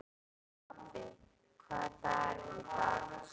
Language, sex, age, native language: Icelandic, female, 12, Icelandic